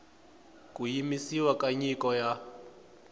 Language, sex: Tsonga, male